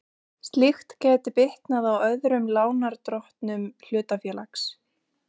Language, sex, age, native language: Icelandic, female, 20-29, Icelandic